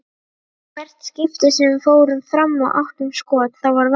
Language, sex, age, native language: Icelandic, female, 30-39, Icelandic